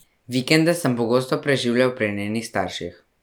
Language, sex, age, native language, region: Slovenian, male, 12-17, Slovenian, Central Slovenia